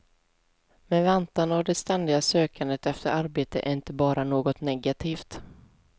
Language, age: Swedish, 20